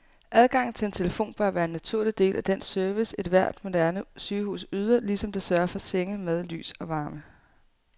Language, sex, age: Danish, female, 18